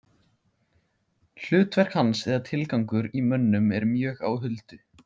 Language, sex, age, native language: Icelandic, male, 16, Icelandic